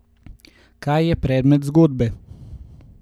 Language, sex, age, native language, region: Slovenian, male, 18-29, Slovenian, Gorenjska region